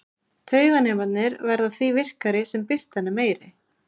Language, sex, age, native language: Icelandic, female, 30-39, Icelandic